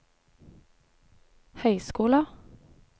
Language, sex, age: Norwegian, female, 23